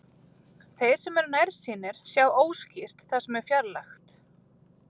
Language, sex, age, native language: Icelandic, female, 30-39, Icelandic